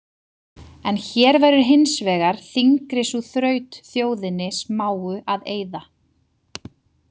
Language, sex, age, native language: Icelandic, female, 30-39, Icelandic